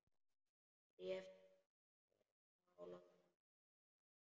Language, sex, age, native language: Icelandic, male, 10, Icelandic